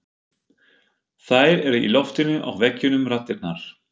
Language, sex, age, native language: Icelandic, male, 50-59, German